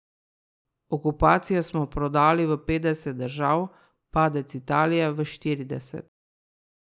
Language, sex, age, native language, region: Slovenian, female, 30-49, Slovenian, Drava region